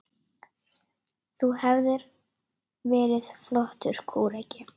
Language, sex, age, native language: Icelandic, female, 9, Icelandic